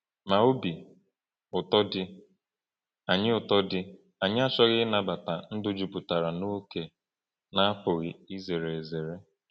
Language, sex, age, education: Igbo, male, 15-29, tertiary